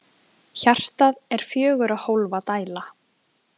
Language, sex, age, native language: Icelandic, female, 20-29, Icelandic